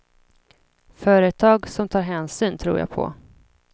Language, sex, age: Swedish, female, 26